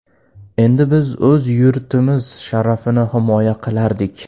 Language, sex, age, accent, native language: Uzbek, male, 18-24, Andijon, Uzbek